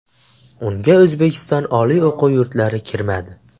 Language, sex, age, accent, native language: Uzbek, male, 18-24, Buxoro, Uzbek